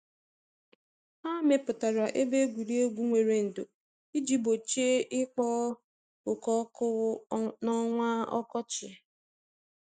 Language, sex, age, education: Igbo, female, 30-45, tertiary